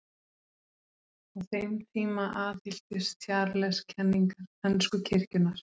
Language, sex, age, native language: Icelandic, female, 30-39, Icelandic